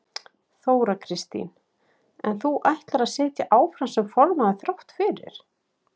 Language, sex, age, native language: Icelandic, female, 40-49, Icelandic